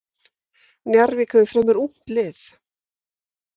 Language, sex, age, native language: Icelandic, female, 50-59, Icelandic